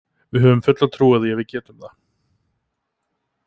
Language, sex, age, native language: Icelandic, male, 20-29, Icelandic